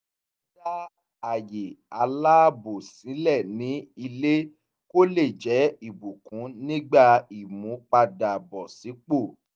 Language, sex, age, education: Yoruba, male, 15-29, tertiary